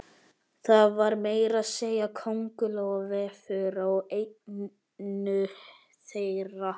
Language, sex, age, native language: Icelandic, male, 12, Icelandic